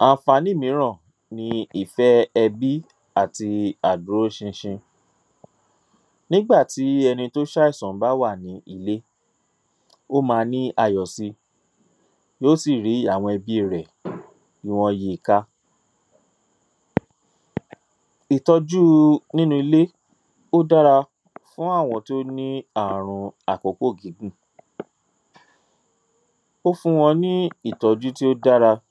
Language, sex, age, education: Yoruba, male, 30-45, tertiary